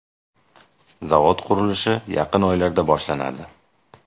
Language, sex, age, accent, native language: Uzbek, male, 18-24, Jizzax, Uzbek